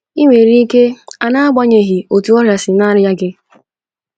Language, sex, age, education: Igbo, female, 15-29, tertiary